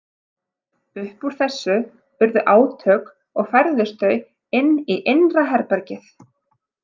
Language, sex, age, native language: Icelandic, female, 30-39, Icelandic